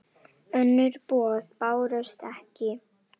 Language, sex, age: Icelandic, female, 10